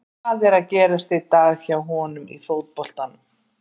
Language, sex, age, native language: Icelandic, female, 50-59, Icelandic